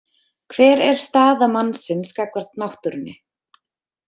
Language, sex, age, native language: Icelandic, female, 30-39, Icelandic